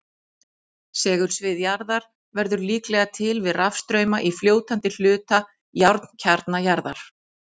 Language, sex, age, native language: Icelandic, female, 40-49, Icelandic